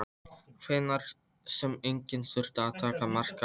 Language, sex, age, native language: Icelandic, male, 13, Polish